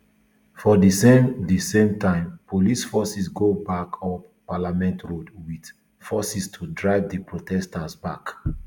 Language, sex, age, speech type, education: Nigerian Pidgin, male, 30-45, spontaneous, tertiary